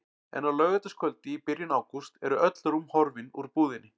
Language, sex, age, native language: Icelandic, male, 40-49, Icelandic